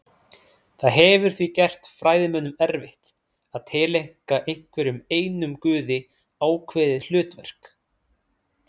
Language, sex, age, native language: Icelandic, male, 30-39, Icelandic